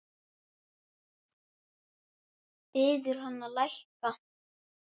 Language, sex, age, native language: Icelandic, male, 9, Icelandic